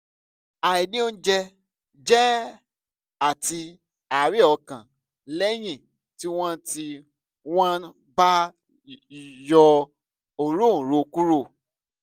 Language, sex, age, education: Yoruba, male, 15-29, secondary